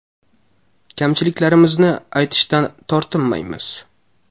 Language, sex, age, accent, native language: Uzbek, male, 18-24, Navoiy, Uzbek